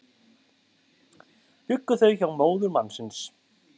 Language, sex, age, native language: Icelandic, male, 30-39, Icelandic